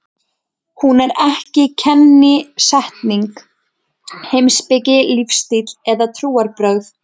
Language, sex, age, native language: Icelandic, female, 20-29, Icelandic